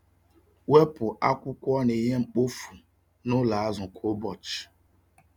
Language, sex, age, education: Igbo, male, 46-60, tertiary